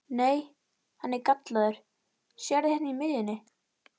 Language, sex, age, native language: Icelandic, female, 11, Icelandic